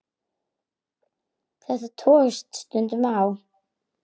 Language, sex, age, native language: Icelandic, female, 8, Icelandic